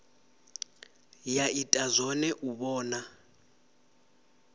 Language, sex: Venda, male